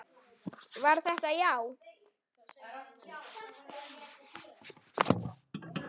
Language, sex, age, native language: Icelandic, male, 9, Icelandic